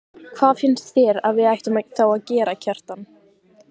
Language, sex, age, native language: Icelandic, female, 15, Icelandic